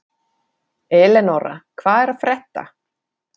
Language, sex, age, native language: Icelandic, female, 40-49, Finnish